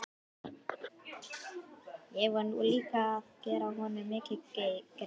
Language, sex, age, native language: Icelandic, male, 11, Icelandic